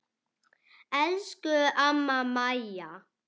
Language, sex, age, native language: Icelandic, female, 8, Icelandic